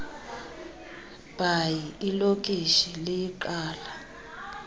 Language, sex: Xhosa, female